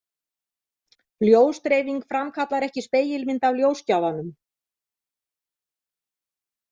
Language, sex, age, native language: Icelandic, female, 30-39, Icelandic